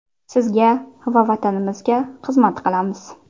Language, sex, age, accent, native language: Uzbek, female, 19-29, Qashqadaryo, Uzbek